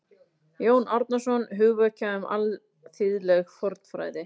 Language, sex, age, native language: Icelandic, female, 30-39, Icelandic